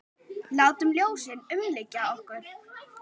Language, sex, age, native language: Icelandic, female, 9, Icelandic